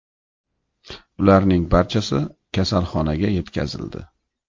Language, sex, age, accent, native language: Uzbek, male, 35+, Toshkent shahri, Uzbek